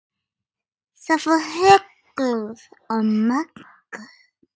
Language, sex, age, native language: Icelandic, female, 9, Icelandic